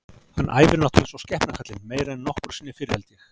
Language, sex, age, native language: Icelandic, male, 40-49, Icelandic